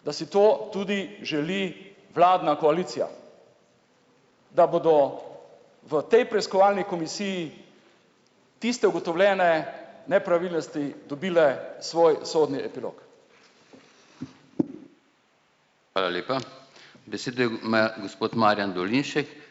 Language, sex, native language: Slovenian, male, Slovenian